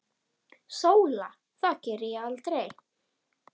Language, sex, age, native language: Icelandic, female, 10, Icelandic